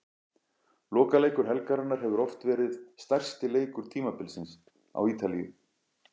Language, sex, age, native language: Icelandic, male, 40-49, Icelandic